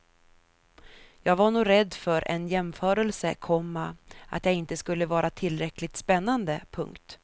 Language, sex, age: Swedish, female, 33